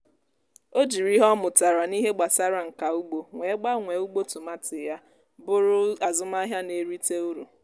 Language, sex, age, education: Igbo, female, 15-29, tertiary